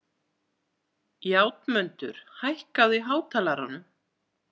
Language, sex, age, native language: Icelandic, female, 40-49, Icelandic